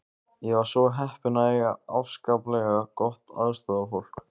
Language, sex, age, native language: Icelandic, male, 15, Icelandic